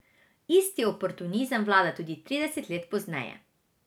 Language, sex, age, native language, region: Slovenian, female, 18-29, Slovenian, Drava region